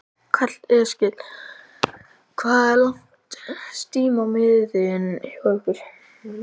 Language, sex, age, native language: Icelandic, male, 11, Icelandic